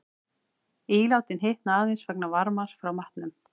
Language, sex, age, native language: Icelandic, female, 40-49, Icelandic